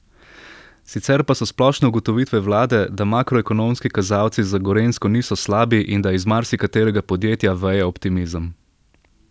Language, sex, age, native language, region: Slovenian, male, 18-29, Slovenian, Central Slovenia